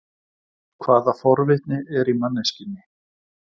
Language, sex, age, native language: Icelandic, male, 40-49, Icelandic